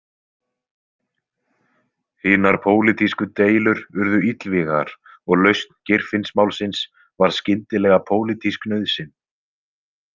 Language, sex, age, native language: Icelandic, male, 20-29, Icelandic